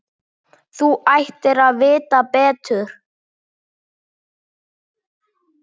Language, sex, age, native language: Icelandic, female, 8, Icelandic